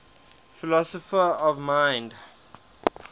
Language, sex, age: English, male, 23